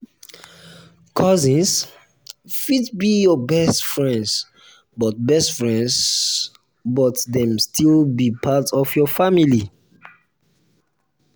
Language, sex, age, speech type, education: Nigerian Pidgin, male, 15-29, spontaneous, tertiary